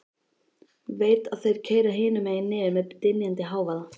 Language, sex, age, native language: Icelandic, female, 13, Icelandic